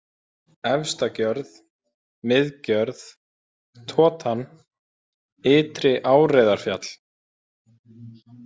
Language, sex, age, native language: Icelandic, male, 20-29, Icelandic